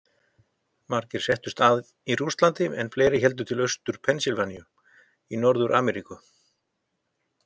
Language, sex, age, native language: Icelandic, male, 50-59, Icelandic